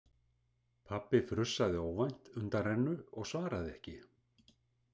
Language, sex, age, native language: Icelandic, male, 60-69, Icelandic